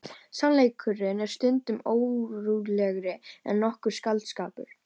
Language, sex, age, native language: Icelandic, female, 18-19, Icelandic